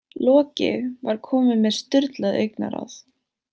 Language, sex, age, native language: Icelandic, female, 18-19, Icelandic